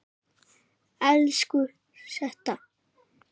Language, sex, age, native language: Icelandic, male, 7, Icelandic